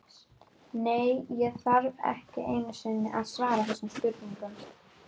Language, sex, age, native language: Icelandic, female, 12, Icelandic